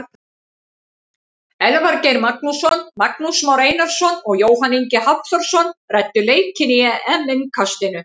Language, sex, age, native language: Icelandic, female, 50-59, Icelandic